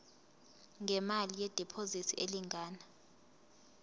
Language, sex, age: Zulu, female, 22